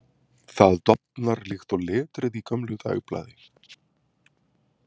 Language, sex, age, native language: Icelandic, male, 40-49, Icelandic